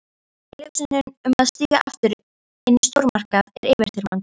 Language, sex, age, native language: Icelandic, female, 13, Icelandic